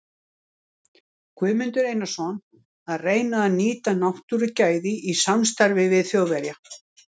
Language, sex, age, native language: Icelandic, female, 60-69, Icelandic